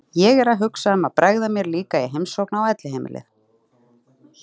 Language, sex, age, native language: Icelandic, female, 30-39, Icelandic